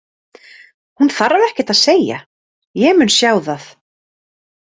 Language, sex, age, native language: Icelandic, female, 30-39, Icelandic